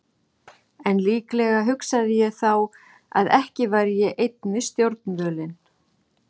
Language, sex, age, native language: Icelandic, female, 40-49, Icelandic